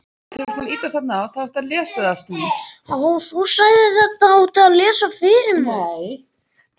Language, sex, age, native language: Icelandic, male, 11, Icelandic